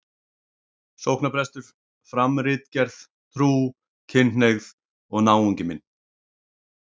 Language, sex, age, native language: Icelandic, male, 40-49, Icelandic